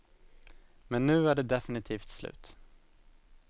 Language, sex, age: Swedish, male, 17